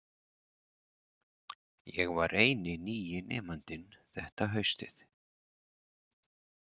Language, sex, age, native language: Icelandic, male, 40-49, Icelandic